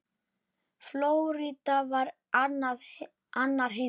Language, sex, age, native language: Icelandic, female, 10, Icelandic